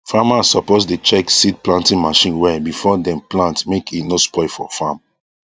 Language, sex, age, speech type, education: Nigerian Pidgin, male, 15-29, spontaneous, tertiary